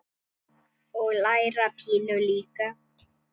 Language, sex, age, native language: Icelandic, male, 9, Icelandic